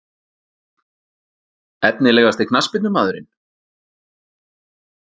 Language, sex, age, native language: Icelandic, male, 40-49, Icelandic